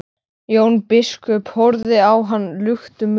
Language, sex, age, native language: Icelandic, male, 13, Icelandic